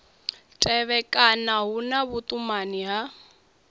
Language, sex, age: Venda, female, 21